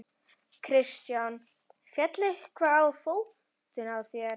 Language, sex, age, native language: Icelandic, female, 11, Icelandic